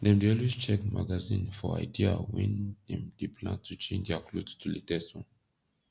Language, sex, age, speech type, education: Nigerian Pidgin, male, 15-29, spontaneous, secondary